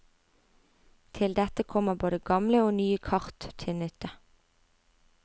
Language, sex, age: Norwegian, female, 25